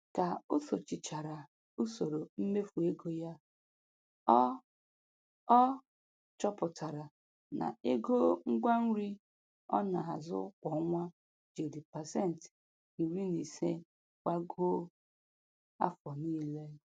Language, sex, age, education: Igbo, female, 15-29, tertiary